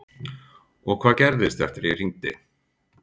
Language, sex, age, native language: Icelandic, male, 40-49, Icelandic